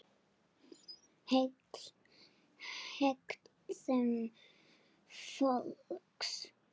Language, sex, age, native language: Icelandic, female, 8, Serbo-Croatian